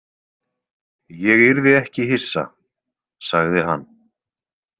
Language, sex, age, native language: Icelandic, male, 20-29, Icelandic